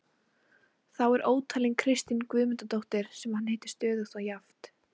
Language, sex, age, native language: Icelandic, female, 40-49, Icelandic